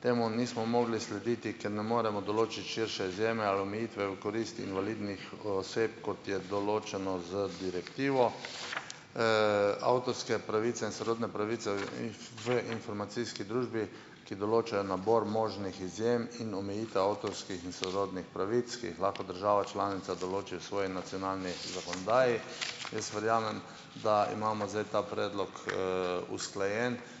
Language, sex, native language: Slovenian, male, Slovenian